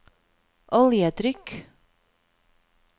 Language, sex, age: Norwegian, female, 31